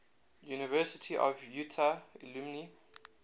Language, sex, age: English, male, 19